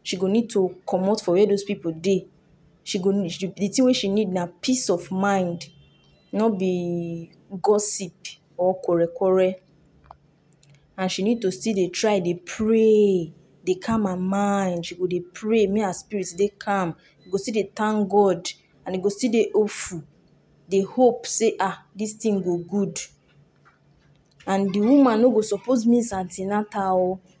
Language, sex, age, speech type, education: Nigerian Pidgin, female, 46-60, spontaneous, tertiary